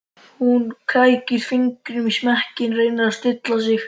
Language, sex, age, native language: Icelandic, male, 13, Icelandic